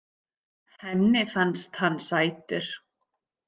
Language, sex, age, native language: Icelandic, female, 50-59, Icelandic